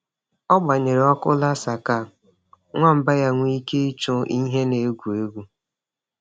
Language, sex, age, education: Igbo, female, 30-45, tertiary